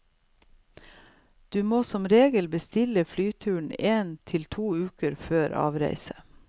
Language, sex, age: Norwegian, female, 55